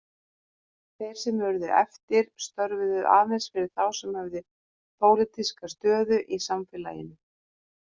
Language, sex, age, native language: Icelandic, female, 50-59, Icelandic